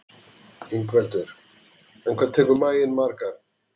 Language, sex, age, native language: Icelandic, male, 40-49, Icelandic